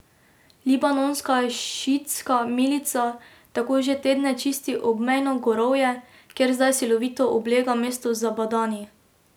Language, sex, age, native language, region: Slovenian, female, 18-29, Slovenian, Drava region